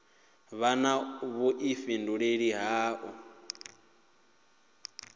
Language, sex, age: Venda, male, 28